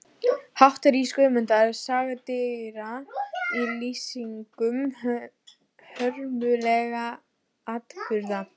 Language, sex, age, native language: Icelandic, female, 12, Icelandic